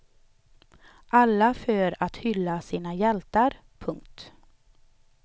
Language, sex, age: Swedish, female, 38